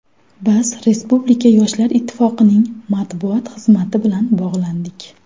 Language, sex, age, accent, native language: Uzbek, female, 19-29, Farg'ona, Uzbek